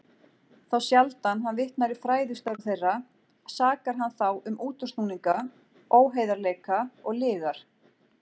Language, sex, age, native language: Icelandic, female, 40-49, Icelandic